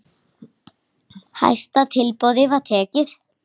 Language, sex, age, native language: Icelandic, female, 8, Icelandic